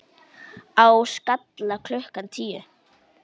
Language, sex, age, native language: Icelandic, female, 9, Icelandic